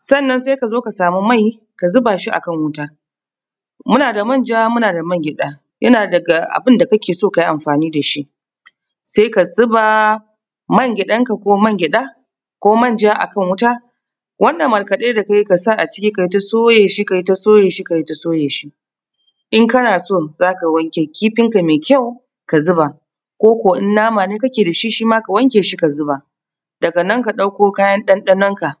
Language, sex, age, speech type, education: Hausa, female, 30-45, spontaneous, tertiary